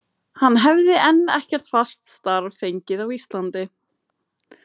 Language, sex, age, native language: Icelandic, female, 20-29, Icelandic